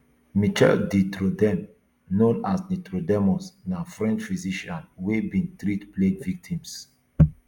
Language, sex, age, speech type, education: Nigerian Pidgin, male, 30-45, spontaneous, tertiary